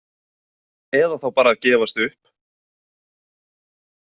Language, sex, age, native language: Icelandic, male, 20-29, Icelandic